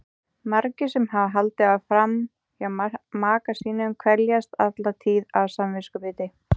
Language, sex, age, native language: Icelandic, female, 18-19, Icelandic